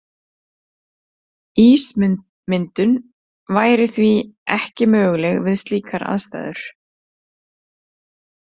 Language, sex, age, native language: Icelandic, female, 30-39, Icelandic